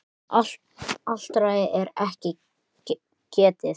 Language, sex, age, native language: Icelandic, male, 9, Icelandic